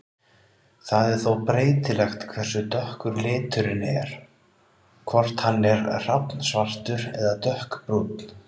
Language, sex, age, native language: Icelandic, male, 30-39, Icelandic